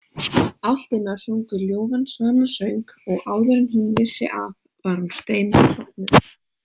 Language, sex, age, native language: Icelandic, female, 18-19, Icelandic